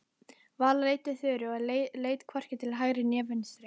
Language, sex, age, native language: Icelandic, female, 11, Icelandic